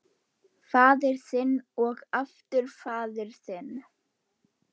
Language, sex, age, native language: Icelandic, female, 11, Icelandic